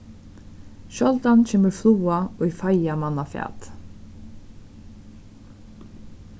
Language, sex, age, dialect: Faroese, female, 36-60, Suðurstreymoy